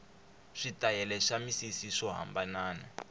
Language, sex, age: Tsonga, male, 21